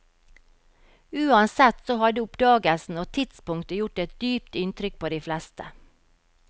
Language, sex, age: Norwegian, female, 52